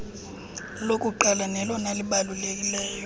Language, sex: Xhosa, female